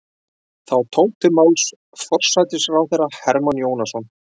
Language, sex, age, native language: Icelandic, male, 40-49, Icelandic